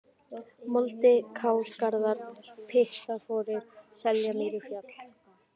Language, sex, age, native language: Icelandic, female, 18-19, Icelandic